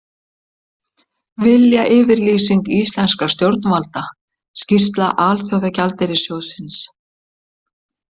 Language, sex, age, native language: Icelandic, female, 60-69, Icelandic